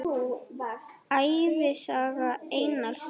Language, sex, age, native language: Icelandic, female, 8, Icelandic